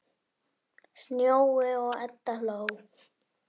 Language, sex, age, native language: Icelandic, female, 8, Icelandic